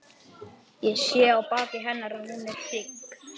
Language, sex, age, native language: Icelandic, male, 12, Icelandic